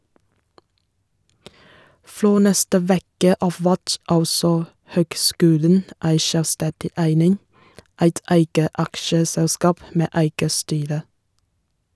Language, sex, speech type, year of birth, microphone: Norwegian, female, read, 1987, Shure